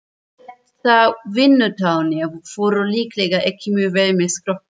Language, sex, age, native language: Icelandic, female, 30-39, German